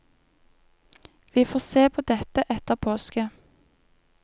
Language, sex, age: Norwegian, female, 31